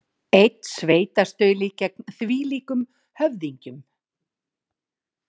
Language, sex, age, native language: Icelandic, female, 40-49, Icelandic